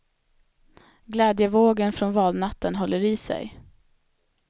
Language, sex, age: Swedish, female, 25